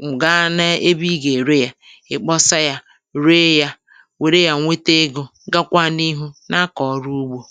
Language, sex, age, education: Igbo, female, 46-60, tertiary